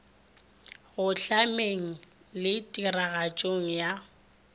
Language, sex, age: Northern Sotho, female, 23